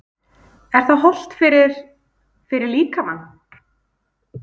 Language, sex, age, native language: Icelandic, female, 20-29, Icelandic